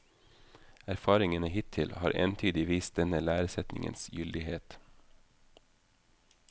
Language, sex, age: Norwegian, male, 32